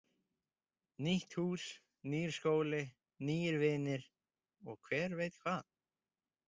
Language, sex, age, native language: Icelandic, male, 20-29, Icelandic